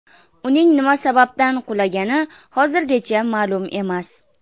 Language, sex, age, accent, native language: Uzbek, female, 19-29, Farg'ona, Uzbek